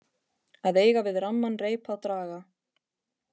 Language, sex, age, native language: Icelandic, female, 30-39, Icelandic